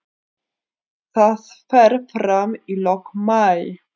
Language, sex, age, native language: Icelandic, female, 30-39, Icelandic